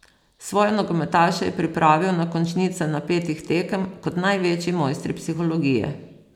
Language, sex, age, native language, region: Slovenian, female, 50-59, Slovenian, Posavska region